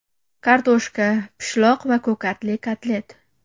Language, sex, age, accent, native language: Uzbek, female, 18-24, Namangan, Uzbek